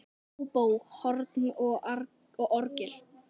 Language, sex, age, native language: Icelandic, male, 10, Icelandic